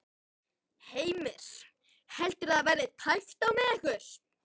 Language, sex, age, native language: Icelandic, female, 11, Icelandic